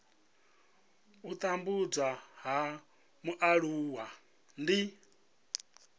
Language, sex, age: Venda, male, 37